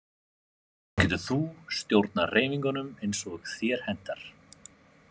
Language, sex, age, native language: Icelandic, male, 30-39, Icelandic